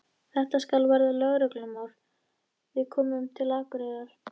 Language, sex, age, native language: Icelandic, female, 13, Icelandic